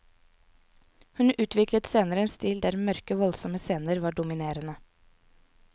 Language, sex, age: Norwegian, female, 24